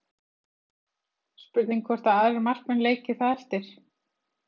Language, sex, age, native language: Icelandic, female, 30-39, Icelandic